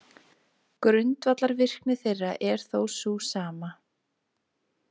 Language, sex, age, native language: Icelandic, female, 20-29, Icelandic